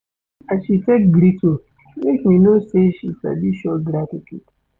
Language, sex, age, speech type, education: Nigerian Pidgin, male, 30-45, read, secondary